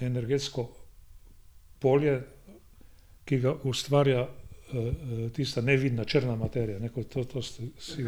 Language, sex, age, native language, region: Slovenian, male, 60+, Slovenian, Gorenjska region